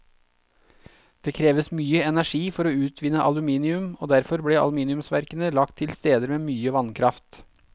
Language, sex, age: Norwegian, male, 32